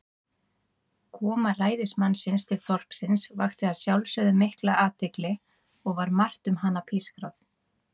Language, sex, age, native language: Icelandic, female, 30-39, Icelandic